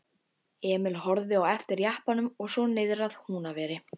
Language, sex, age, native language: Icelandic, female, 12, Icelandic